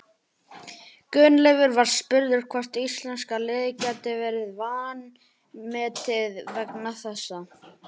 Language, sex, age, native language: Icelandic, male, 18-19, Icelandic